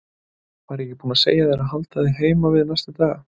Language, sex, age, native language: Icelandic, male, 30-39, Icelandic